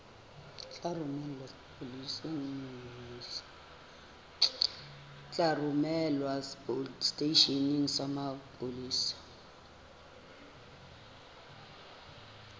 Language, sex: Southern Sotho, female